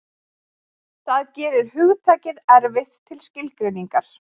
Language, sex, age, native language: Icelandic, female, 20-29, Icelandic